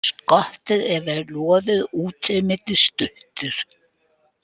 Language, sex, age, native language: Icelandic, female, 80-89, Icelandic